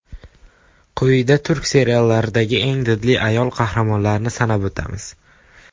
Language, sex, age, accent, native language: Uzbek, male, under 19, Andijon, Uzbek